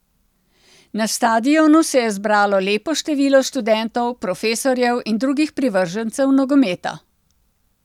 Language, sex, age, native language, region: Slovenian, female, 60+, Slovenian, Central Slovenia